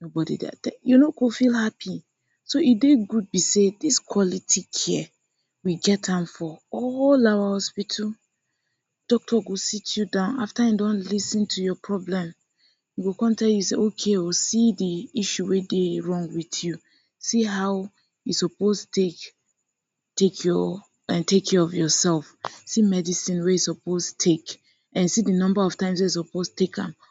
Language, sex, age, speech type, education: Nigerian Pidgin, female, 15-29, spontaneous, tertiary